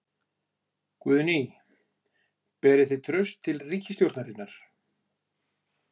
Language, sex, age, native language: Icelandic, male, 40-49, Icelandic